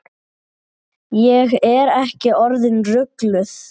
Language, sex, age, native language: Icelandic, male, 8, Icelandic